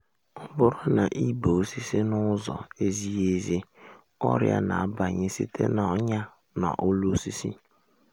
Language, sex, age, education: Igbo, male, 15-29, secondary